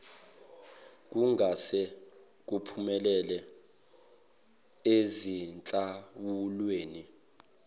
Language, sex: Zulu, male